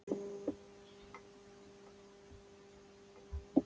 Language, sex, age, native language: Icelandic, female, 13, Icelandic